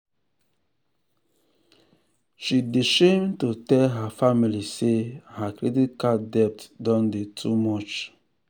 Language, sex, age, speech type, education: Nigerian Pidgin, male, 30-45, spontaneous, tertiary